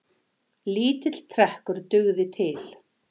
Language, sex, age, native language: Icelandic, female, 40-49, Icelandic